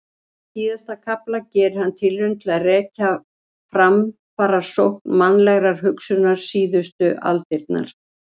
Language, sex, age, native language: Icelandic, female, 60-69, Icelandic